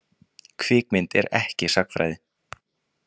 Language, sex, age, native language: Icelandic, male, 20-29, Icelandic